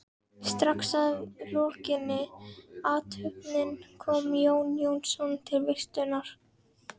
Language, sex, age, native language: Icelandic, female, 12, Icelandic